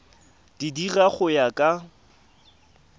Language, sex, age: Tswana, male, 22